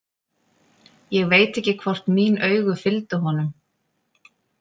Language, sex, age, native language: Icelandic, female, 30-39, Icelandic